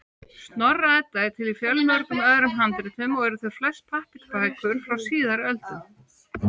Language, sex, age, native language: Icelandic, female, 18-19, Icelandic